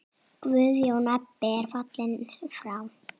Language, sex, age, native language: Icelandic, female, 8, Icelandic